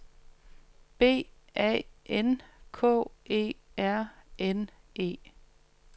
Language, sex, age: Danish, female, 45